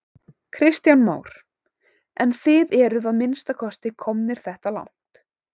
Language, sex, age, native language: Icelandic, female, 18-19, Icelandic